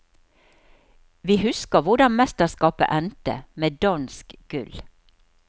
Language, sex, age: Norwegian, female, 63